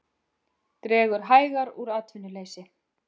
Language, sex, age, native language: Icelandic, female, 40-49, Icelandic